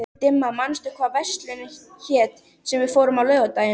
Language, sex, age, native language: Icelandic, female, 13, Icelandic